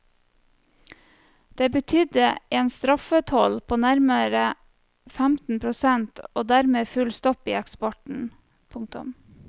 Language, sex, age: Norwegian, female, 34